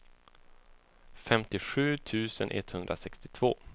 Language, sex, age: Swedish, male, 24